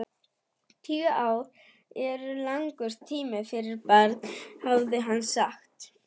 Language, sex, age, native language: Icelandic, female, 11, German